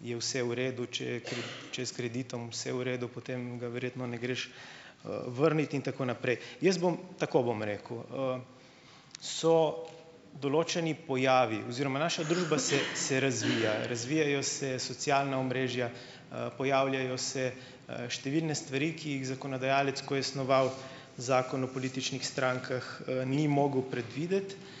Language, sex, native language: Slovenian, male, Slovenian